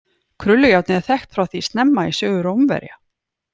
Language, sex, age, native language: Icelandic, female, 40-49, Icelandic